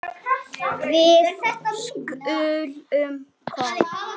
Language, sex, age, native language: Icelandic, male, 6, Icelandic